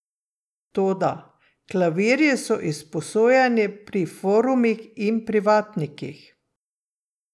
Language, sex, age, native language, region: Slovenian, female, 60+, Slovenian, Drava region